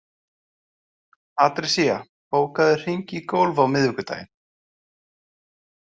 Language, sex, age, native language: Icelandic, male, 30-39, Icelandic